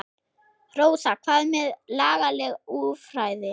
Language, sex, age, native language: Icelandic, female, 6, German